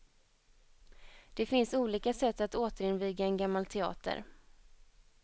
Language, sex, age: Swedish, female, 21